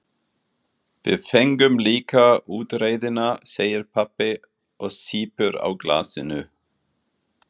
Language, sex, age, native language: Icelandic, male, 40-49, German